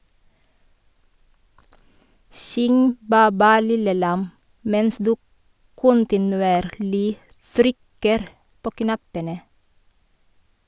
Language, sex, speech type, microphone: Norwegian, female, read, Sennheiser